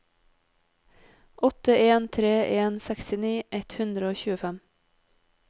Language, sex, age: Norwegian, female, 30